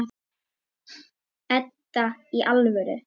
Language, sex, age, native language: Icelandic, male, 10, Icelandic